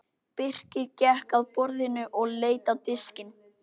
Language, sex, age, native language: Icelandic, male, 12, Icelandic